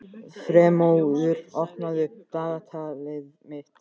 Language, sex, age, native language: Icelandic, male, 14, Icelandic